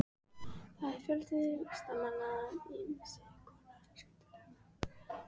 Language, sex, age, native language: Icelandic, female, 13, Icelandic